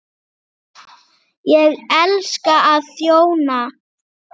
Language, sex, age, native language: Icelandic, female, 8, Icelandic